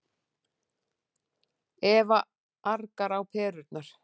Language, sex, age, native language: Icelandic, female, 40-49, Icelandic